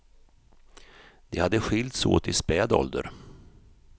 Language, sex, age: Swedish, male, 53